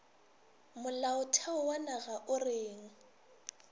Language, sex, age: Northern Sotho, female, 21